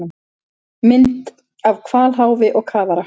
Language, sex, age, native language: Icelandic, female, 50-59, Icelandic